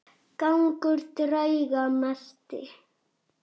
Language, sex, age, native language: Icelandic, male, 6, Icelandic